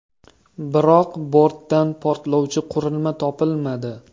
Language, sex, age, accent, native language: Uzbek, male, 25-34, Toshkent viloyati, Uzbek